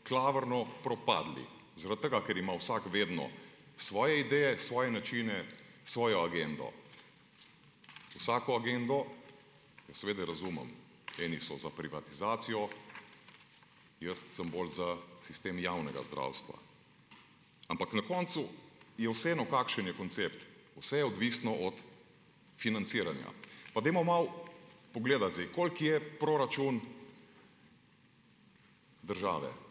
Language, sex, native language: Slovenian, male, Slovenian